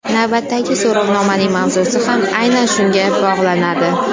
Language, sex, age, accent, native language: Uzbek, female, under 19, Qashqadaryo, Uzbek